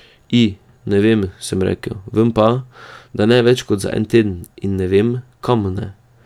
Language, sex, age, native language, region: Slovenian, male, 18-29, Slovenian, Drava region